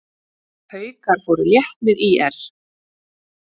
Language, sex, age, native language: Icelandic, female, 50-59, Icelandic